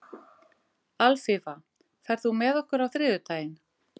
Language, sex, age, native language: Icelandic, female, 50-59, Icelandic